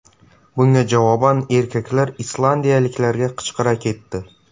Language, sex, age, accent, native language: Uzbek, male, 12-17, Samarqand, Uzbek